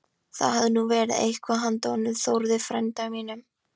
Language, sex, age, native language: Icelandic, female, 13, Icelandic